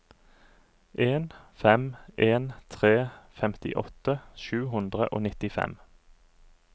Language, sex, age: Norwegian, male, 39